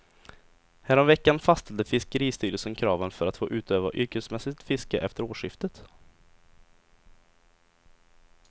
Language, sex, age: Swedish, male, 20